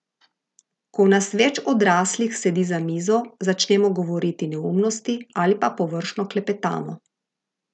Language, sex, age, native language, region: Slovenian, female, 50-59, Slovenian, Gorica region